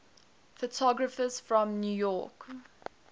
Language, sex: English, female